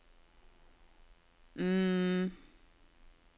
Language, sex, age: Norwegian, female, 40